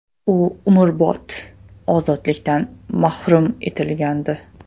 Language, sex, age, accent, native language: Uzbek, male, 18-24, Toshkent shahri, Uzbek